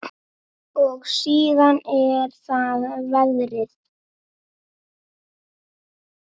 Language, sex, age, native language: Icelandic, female, 7, Icelandic